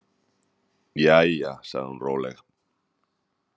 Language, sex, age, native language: Icelandic, male, 30-39, Icelandic